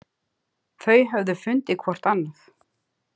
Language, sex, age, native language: Icelandic, female, 50-59, Icelandic